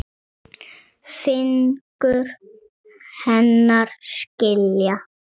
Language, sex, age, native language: Icelandic, female, 6, Icelandic